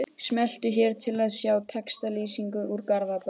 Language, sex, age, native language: Icelandic, female, 18-19, Icelandic